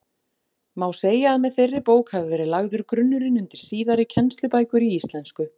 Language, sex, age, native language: Icelandic, female, 40-49, Icelandic